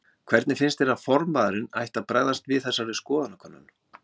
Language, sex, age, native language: Icelandic, male, 40-49, Icelandic